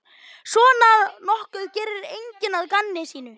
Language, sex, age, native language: Icelandic, male, 11, Icelandic